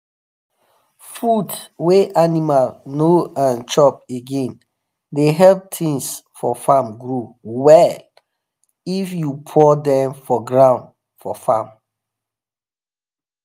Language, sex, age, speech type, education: Nigerian Pidgin, male, 30-45, spontaneous, tertiary